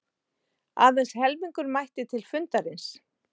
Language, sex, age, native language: Icelandic, female, 40-49, Icelandic